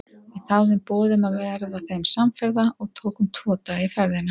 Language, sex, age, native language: Icelandic, female, 40-49, Icelandic